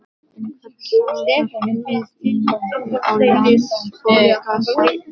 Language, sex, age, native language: Icelandic, female, 12, Icelandic